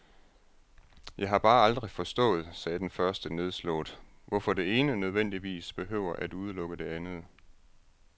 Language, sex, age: Danish, male, 36